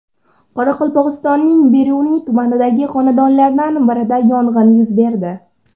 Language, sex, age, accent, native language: Uzbek, female, 18-24, Surxondaryo, Uzbek